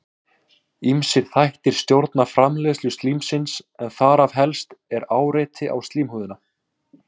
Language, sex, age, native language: Icelandic, male, 18-19, Icelandic